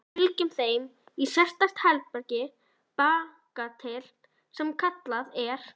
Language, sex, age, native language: Icelandic, female, 11, Icelandic